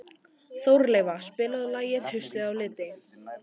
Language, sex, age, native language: Icelandic, female, 18-19, Icelandic